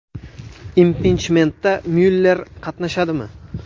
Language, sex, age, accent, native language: Uzbek, male, 19-29, Toshkent viloyati, Uzbek